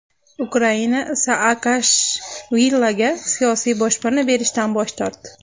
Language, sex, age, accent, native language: Uzbek, female, 25-34, Andijon, Uzbek